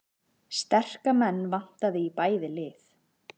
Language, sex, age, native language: Icelandic, female, 30-39, Icelandic